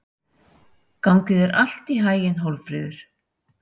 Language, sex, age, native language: Icelandic, female, 60-69, Icelandic